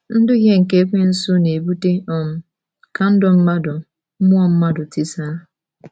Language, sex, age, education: Igbo, female, 15-29, tertiary